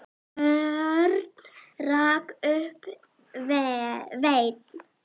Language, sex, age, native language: Icelandic, female, 8, Icelandic